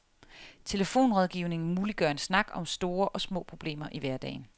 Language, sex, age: Danish, female, 30